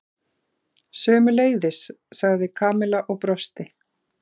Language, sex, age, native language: Icelandic, female, 40-49, Icelandic